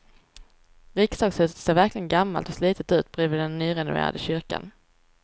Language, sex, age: Swedish, female, 23